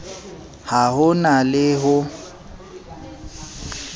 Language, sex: Southern Sotho, male